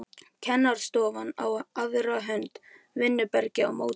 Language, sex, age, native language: Icelandic, male, 11, Icelandic